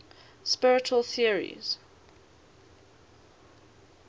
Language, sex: English, female